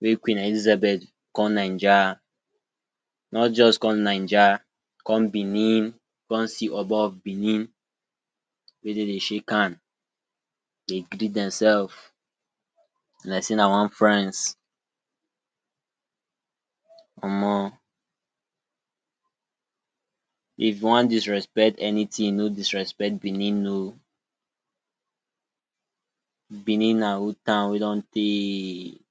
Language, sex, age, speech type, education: Nigerian Pidgin, male, 46-60, spontaneous, tertiary